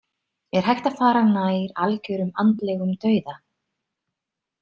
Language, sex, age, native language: Icelandic, female, 30-39, Icelandic